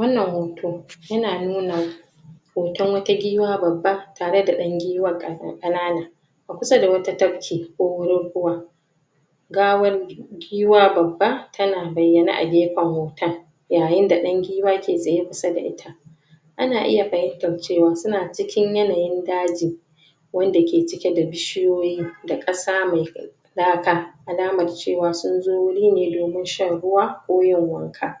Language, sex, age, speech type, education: Hausa, female, 30-45, spontaneous, tertiary